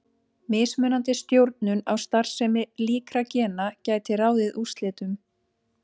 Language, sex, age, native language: Icelandic, female, 30-39, Icelandic